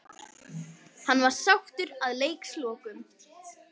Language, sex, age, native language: Icelandic, female, 18-19, Icelandic